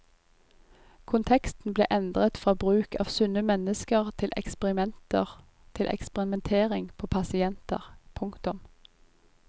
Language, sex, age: Norwegian, female, 25